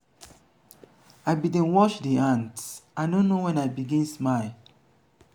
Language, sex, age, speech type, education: Nigerian Pidgin, male, 30-45, spontaneous, tertiary